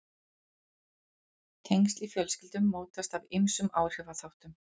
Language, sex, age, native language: Icelandic, female, 40-49, Icelandic